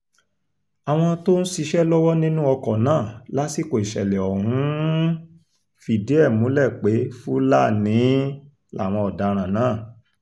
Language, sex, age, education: Yoruba, male, 46-60, tertiary